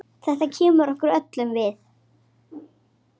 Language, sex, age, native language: Icelandic, female, 8, Icelandic